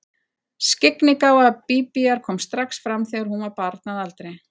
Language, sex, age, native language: Icelandic, female, 40-49, Icelandic